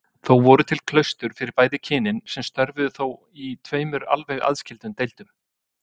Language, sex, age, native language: Icelandic, male, 50-59, Icelandic